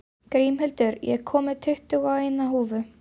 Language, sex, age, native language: Icelandic, female, 12, Icelandic